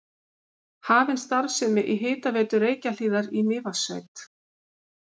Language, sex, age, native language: Icelandic, female, 50-59, Icelandic